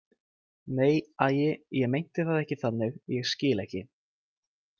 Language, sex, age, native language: Icelandic, male, 20-29, Icelandic